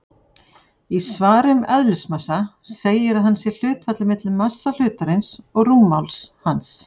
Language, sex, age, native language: Icelandic, female, 40-49, Icelandic